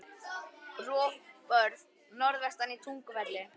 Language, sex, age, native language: Icelandic, male, 11, Icelandic